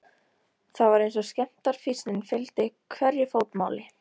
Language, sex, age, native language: Icelandic, female, 13, Icelandic